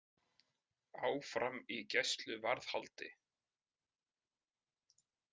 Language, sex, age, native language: Icelandic, male, 20-29, Icelandic